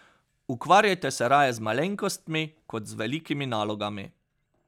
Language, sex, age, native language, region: Slovenian, male, 30-49, Slovenian, Pomurje region